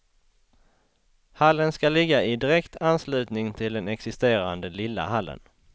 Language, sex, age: Swedish, male, 33